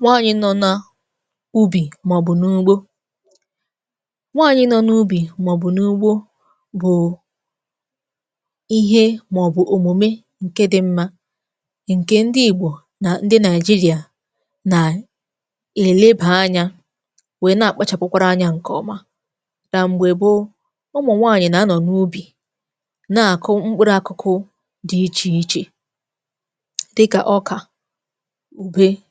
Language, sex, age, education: Igbo, female, 15-29, tertiary